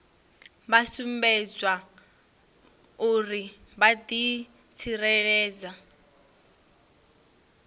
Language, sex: Venda, female